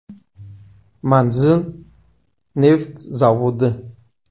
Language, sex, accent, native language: Uzbek, male, Samarqand, Uzbek